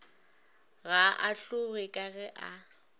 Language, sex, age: Northern Sotho, female, 19